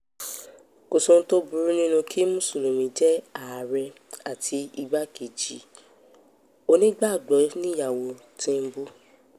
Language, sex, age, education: Yoruba, female, 15-29, tertiary